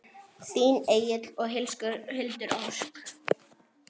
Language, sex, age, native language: Icelandic, female, 9, Icelandic